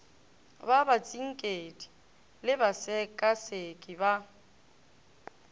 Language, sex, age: Northern Sotho, female, 18